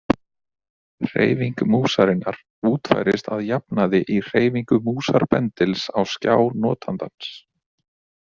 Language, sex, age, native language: Icelandic, male, 30-39, Icelandic